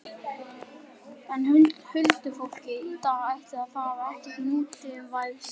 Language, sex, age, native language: Icelandic, male, 11, Icelandic